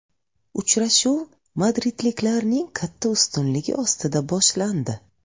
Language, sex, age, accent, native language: Uzbek, female, 25-34, Buxoro, Uzbek